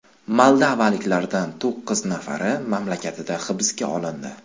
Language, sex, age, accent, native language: Uzbek, male, 25-34, Qashqadaryo, Uzbek